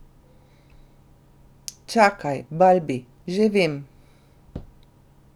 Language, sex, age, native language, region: Slovenian, female, 30-49, Slovenian, Drava region